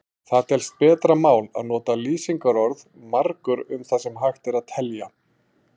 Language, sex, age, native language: Icelandic, male, 40-49, Icelandic